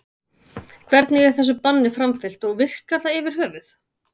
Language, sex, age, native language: Icelandic, female, 40-49, Icelandic